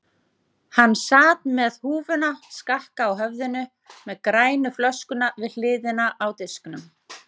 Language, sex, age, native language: Icelandic, female, 30-39, Icelandic